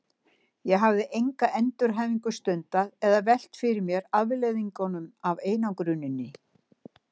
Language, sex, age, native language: Icelandic, female, 60-69, Icelandic